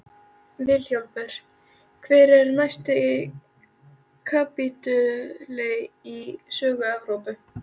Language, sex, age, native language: Icelandic, female, 13, Icelandic